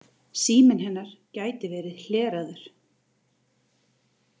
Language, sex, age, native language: Icelandic, female, 30-39, Icelandic